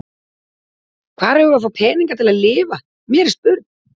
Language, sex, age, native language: Icelandic, female, 40-49, Icelandic